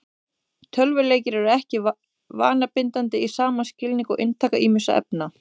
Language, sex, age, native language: Icelandic, female, 30-39, Icelandic